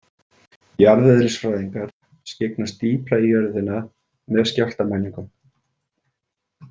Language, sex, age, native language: Icelandic, male, 40-49, Icelandic